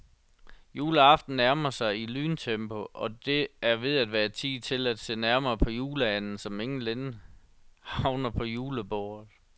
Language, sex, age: Danish, male, 37